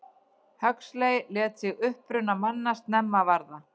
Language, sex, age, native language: Icelandic, female, 40-49, Icelandic